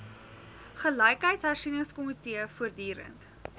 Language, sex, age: Afrikaans, female, 19